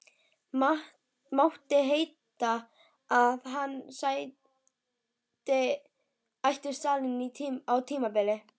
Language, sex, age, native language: Icelandic, female, 12, Icelandic